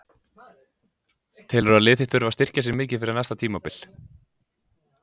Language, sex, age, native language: Icelandic, male, 20-29, Icelandic